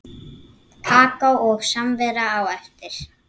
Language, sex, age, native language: Icelandic, female, 9, Icelandic